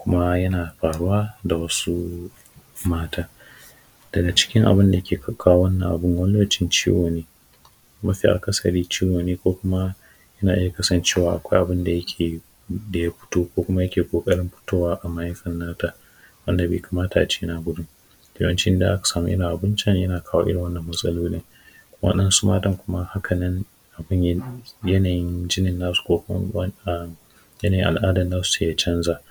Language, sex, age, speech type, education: Hausa, male, 15-29, spontaneous, secondary